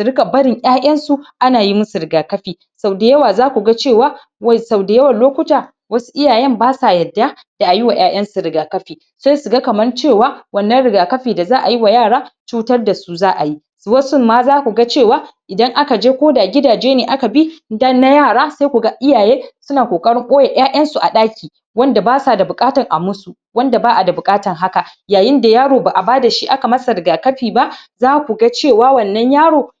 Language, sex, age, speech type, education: Hausa, female, 30-45, spontaneous, tertiary